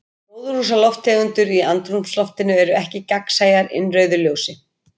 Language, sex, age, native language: Icelandic, female, 50-59, Icelandic